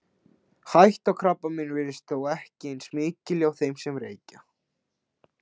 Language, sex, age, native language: Icelandic, male, 16, Icelandic